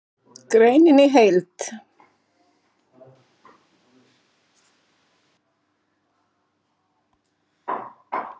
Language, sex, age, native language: Icelandic, female, 50-59, Icelandic